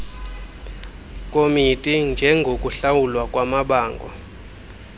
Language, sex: Xhosa, male